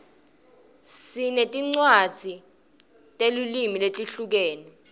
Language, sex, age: Swati, female, 19